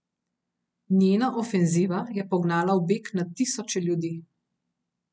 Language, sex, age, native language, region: Slovenian, female, 30-49, Slovenian, Gorenjska region